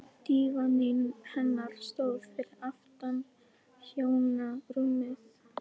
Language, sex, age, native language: Icelandic, female, 11, Icelandic